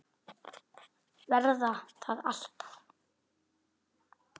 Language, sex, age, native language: Icelandic, male, 8, Icelandic